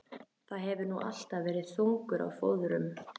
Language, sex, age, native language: Icelandic, female, 13, Icelandic